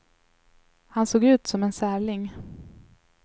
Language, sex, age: Swedish, female, 21